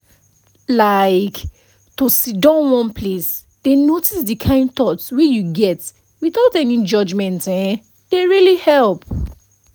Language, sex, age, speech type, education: Nigerian Pidgin, female, 15-29, spontaneous, tertiary